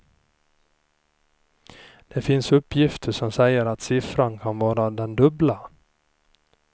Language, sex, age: Swedish, male, 38